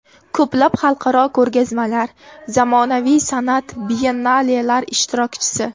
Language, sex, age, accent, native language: Uzbek, female, 18-24, Namangan, Uzbek